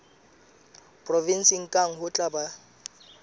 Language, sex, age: Southern Sotho, male, 25